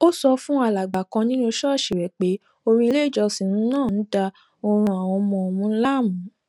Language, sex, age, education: Yoruba, female, 15-29, tertiary